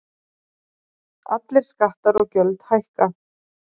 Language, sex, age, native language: Icelandic, female, 40-49, Icelandic